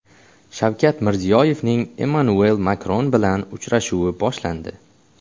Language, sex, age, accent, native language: Uzbek, male, 18-24, Xorazm, Uzbek